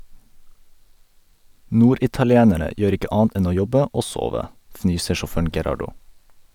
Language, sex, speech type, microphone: Norwegian, male, read, Sennheiser